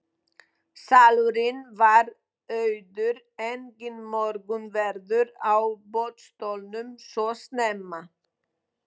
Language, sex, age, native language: Icelandic, female, 20-29, Polish